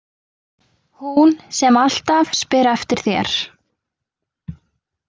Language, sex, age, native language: Icelandic, female, 20-29, Icelandic